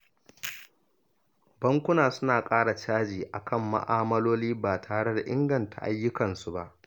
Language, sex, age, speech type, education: Hausa, male, 30-45, read, primary